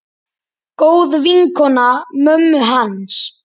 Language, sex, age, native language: Icelandic, male, 10, Icelandic